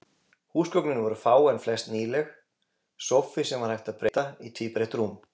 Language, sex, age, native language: Icelandic, male, 20-29, Icelandic